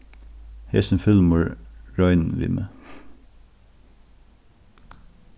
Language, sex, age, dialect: Faroese, male, 15-35, Norðurstreymoy/Eysturoy